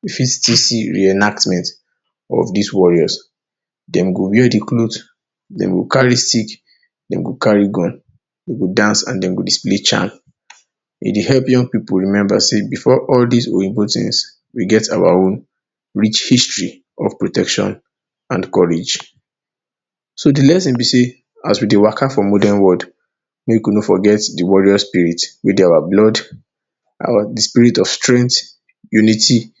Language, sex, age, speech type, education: Nigerian Pidgin, male, 30-45, spontaneous, tertiary